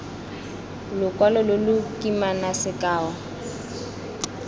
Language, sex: Tswana, female